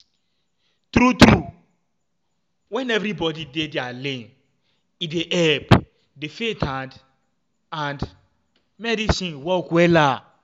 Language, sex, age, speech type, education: Nigerian Pidgin, male, 15-29, spontaneous, tertiary